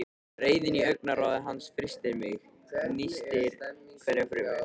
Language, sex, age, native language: Icelandic, male, 13, Icelandic